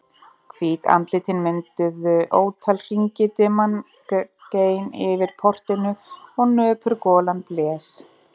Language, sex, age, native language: Icelandic, female, 30-39, Icelandic